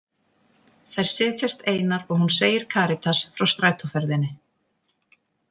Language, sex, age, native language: Icelandic, female, 30-39, Icelandic